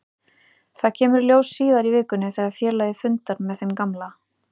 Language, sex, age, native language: Icelandic, female, 30-39, Icelandic